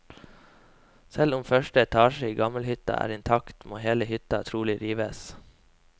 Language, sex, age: Norwegian, male, 21